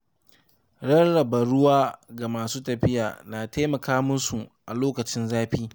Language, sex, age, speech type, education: Hausa, male, 15-29, read, secondary